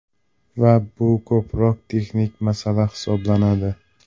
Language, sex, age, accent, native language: Uzbek, male, 18-24, Toshkent shahri, Uzbek